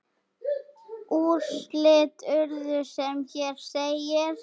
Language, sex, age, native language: Icelandic, female, 7, Icelandic